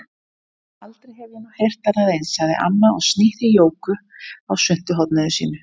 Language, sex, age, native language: Icelandic, female, 30-39, Icelandic